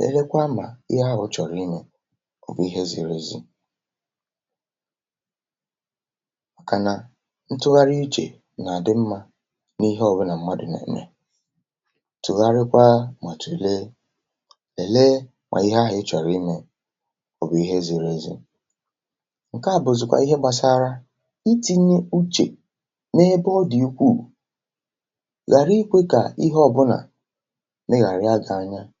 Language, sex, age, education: Igbo, male, 30-45, tertiary